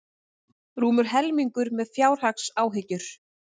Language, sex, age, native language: Icelandic, female, 30-39, Icelandic